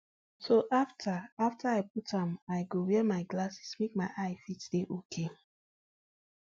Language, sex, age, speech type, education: Nigerian Pidgin, female, 15-29, spontaneous, tertiary